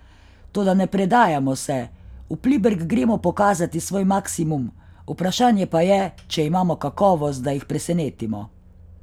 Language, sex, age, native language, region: Slovenian, female, 50-59, Slovenian, Carinthia region